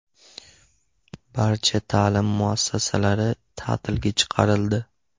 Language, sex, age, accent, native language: Uzbek, male, 18-24, Andijon, Uzbek